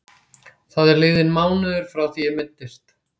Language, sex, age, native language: Icelandic, female, 60-69, Icelandic